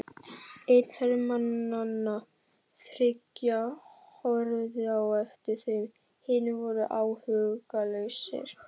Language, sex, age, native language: Icelandic, male, 12, Icelandic